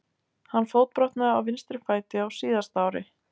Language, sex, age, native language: Icelandic, female, 20-29, Icelandic